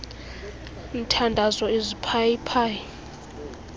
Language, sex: Xhosa, female